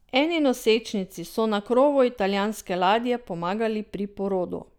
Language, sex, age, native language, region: Slovenian, female, 50-59, Slovenian, Drava region